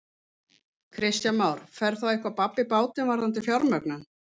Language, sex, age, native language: Icelandic, female, 50-59, Icelandic